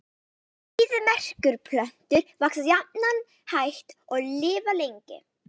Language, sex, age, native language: Icelandic, female, 18-19, Icelandic